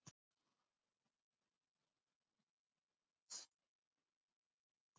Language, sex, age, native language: Icelandic, male, 70-79, Icelandic